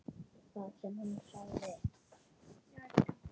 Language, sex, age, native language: Icelandic, male, 10, Icelandic